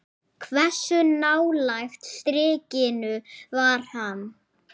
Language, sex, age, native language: Icelandic, male, 8, Icelandic